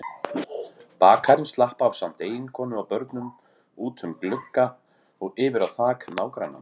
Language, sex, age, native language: Icelandic, male, 40-49, Icelandic